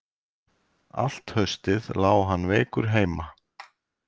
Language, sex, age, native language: Icelandic, male, 40-49, Icelandic